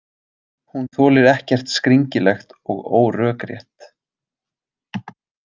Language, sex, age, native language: Icelandic, male, 20-29, Icelandic